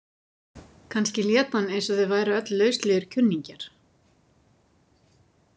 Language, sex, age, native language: Icelandic, female, 50-59, Icelandic